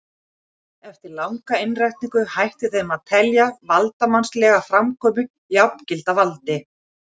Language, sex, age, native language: Icelandic, female, 40-49, Icelandic